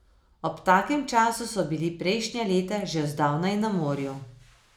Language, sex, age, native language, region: Slovenian, female, 30-49, Slovenian, Savinja region